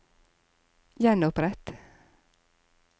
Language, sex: Norwegian, female